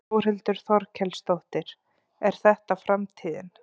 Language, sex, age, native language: Icelandic, female, 30-39, Icelandic